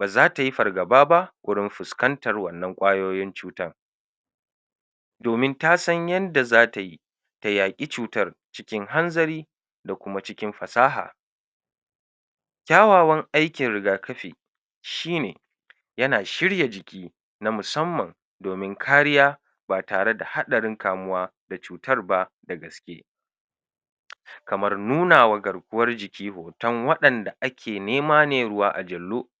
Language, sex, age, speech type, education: Hausa, male, 60+, spontaneous, tertiary